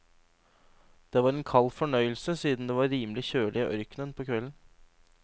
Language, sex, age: Norwegian, male, 26